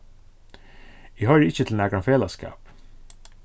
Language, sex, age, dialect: Faroese, male, 36-60, Suðurstreymoy